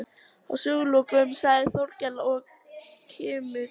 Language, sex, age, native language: Icelandic, female, 13, Icelandic